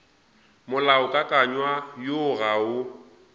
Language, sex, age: Northern Sotho, male, 20